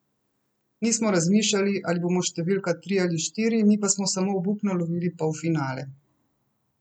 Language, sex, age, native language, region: Slovenian, female, 30-49, Slovenian, Central Slovenia